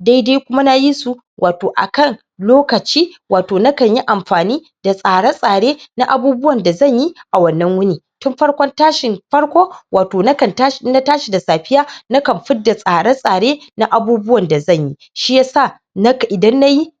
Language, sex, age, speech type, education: Hausa, female, 46-60, spontaneous, tertiary